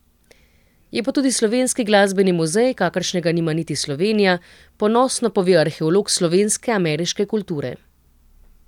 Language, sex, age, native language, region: Slovenian, female, 30-49, Slovenian, Central Slovenia